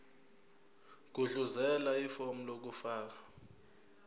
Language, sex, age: Zulu, male, 20